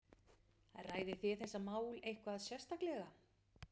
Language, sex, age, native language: Icelandic, female, 50-59, Icelandic